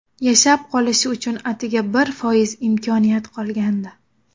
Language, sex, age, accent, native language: Uzbek, female, 19-29, Xorazm, Uzbek